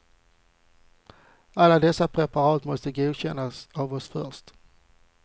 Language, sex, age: Swedish, male, 40